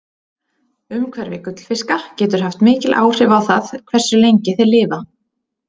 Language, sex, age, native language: Icelandic, female, 30-39, Icelandic